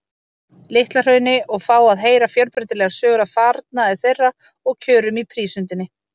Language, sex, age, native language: Icelandic, female, 30-39, Icelandic